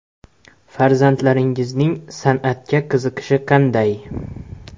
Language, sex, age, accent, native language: Uzbek, male, 18-24, Xorazm, Uzbek